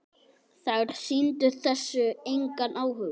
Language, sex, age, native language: Icelandic, male, 8, Icelandic